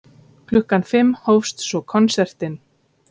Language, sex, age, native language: Icelandic, female, 30-39, Icelandic